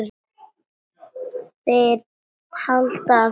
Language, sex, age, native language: Icelandic, female, 9, Icelandic